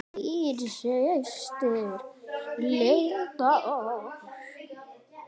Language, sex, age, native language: Icelandic, male, 9, Icelandic